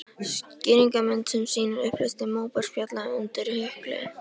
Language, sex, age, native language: Icelandic, female, 13, Icelandic